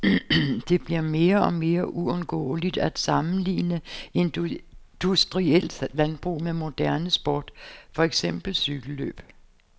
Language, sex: Danish, female